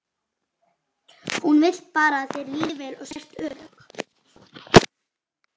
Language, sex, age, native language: Icelandic, female, 40-49, Icelandic